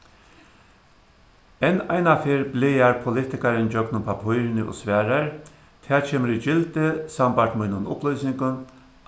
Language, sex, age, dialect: Faroese, male, 61+, Suðuroy